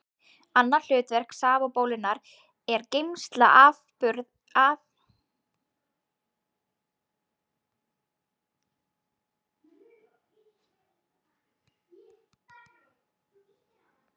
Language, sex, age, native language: Icelandic, female, 20-29, Icelandic